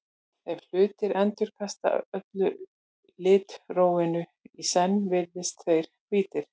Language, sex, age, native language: Icelandic, female, 40-49, Icelandic